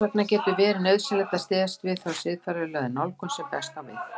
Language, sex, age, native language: Icelandic, female, 60-69, Icelandic